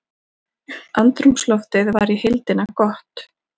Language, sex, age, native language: Icelandic, female, 40-49, Icelandic